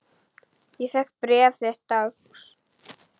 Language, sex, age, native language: Icelandic, female, 10, Icelandic